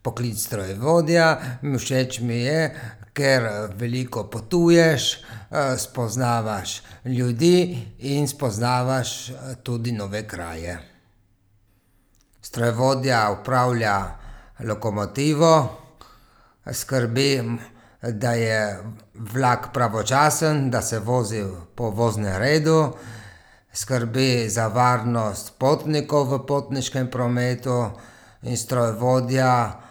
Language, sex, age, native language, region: Slovenian, male, 30-49, Slovenian, Gorica region